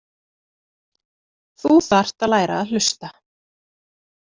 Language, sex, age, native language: Icelandic, female, 30-39, Icelandic